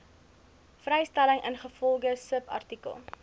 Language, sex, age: Afrikaans, female, 20